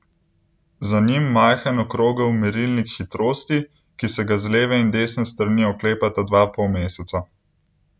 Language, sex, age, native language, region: Slovenian, male, 18-29, Slovenian, Central Slovenia